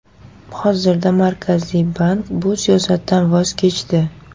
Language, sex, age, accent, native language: Uzbek, female, 18-24, Surxondaryo, Uzbek